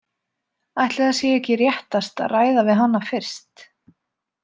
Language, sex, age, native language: Icelandic, female, 20-29, Icelandic